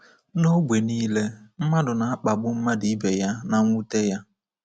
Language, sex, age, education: Igbo, male, 15-29, tertiary